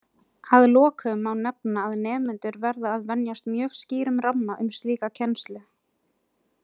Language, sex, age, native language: Icelandic, female, 20-29, Icelandic